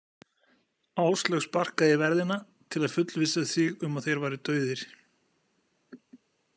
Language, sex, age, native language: Icelandic, male, 40-49, Icelandic